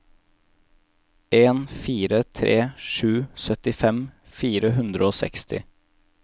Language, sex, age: Norwegian, male, 18